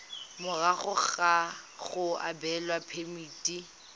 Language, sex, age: Tswana, female, 19